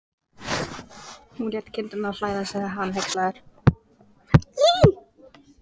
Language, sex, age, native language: Icelandic, female, 14, Icelandic